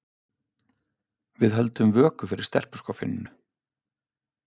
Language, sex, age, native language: Icelandic, male, 50-59, Icelandic